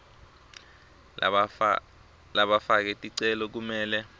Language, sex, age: Swati, male, 23